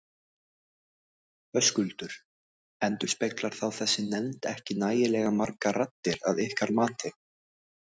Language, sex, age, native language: Icelandic, other, 18-19, Icelandic